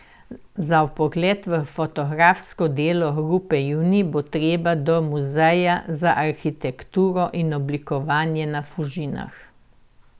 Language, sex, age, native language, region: Slovenian, female, 60+, Slovenian, Central Slovenia